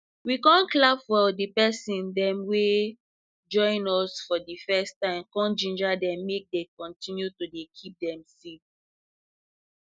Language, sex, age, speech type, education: Nigerian Pidgin, female, 15-29, spontaneous, tertiary